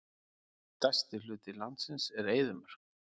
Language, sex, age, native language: Icelandic, male, 40-49, Icelandic